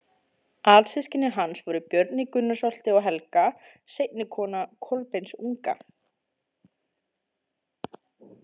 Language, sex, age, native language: Icelandic, female, 20-29, Icelandic